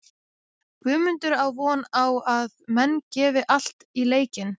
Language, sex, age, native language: Icelandic, female, 20-29, Icelandic